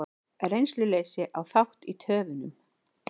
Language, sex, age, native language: Icelandic, female, 40-49, Icelandic